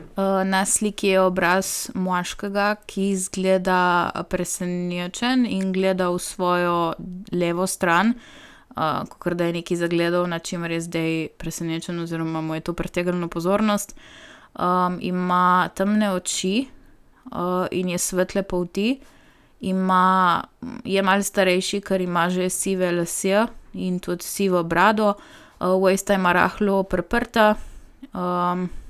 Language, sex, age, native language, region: Slovenian, female, 18-29, Slovenian, Primorsko-notranjska region